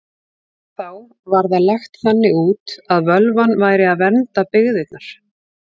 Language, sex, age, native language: Icelandic, female, 40-49, Icelandic